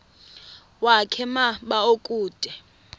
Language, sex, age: Xhosa, female, 24